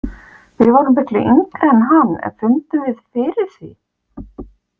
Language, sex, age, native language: Icelandic, female, 50-59, Icelandic